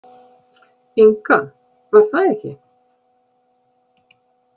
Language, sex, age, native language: Icelandic, female, 50-59, Icelandic